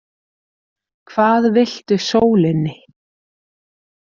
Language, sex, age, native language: Icelandic, female, 30-39, Icelandic